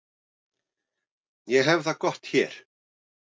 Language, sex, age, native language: Icelandic, male, 40-49, Icelandic